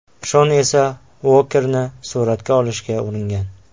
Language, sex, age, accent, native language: Uzbek, male, 18-24, Sirdaryo, Uzbek